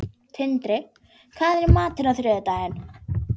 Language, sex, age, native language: Icelandic, female, 11, Icelandic